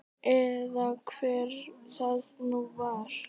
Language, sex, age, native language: Icelandic, female, 10, Icelandic